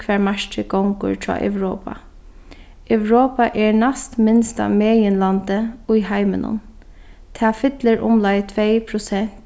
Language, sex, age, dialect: Faroese, female, 15-35, Sandoy